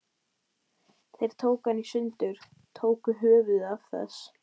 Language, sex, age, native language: Icelandic, female, 12, Icelandic